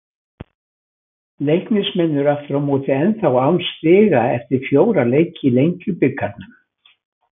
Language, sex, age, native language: Icelandic, male, 80-89, Icelandic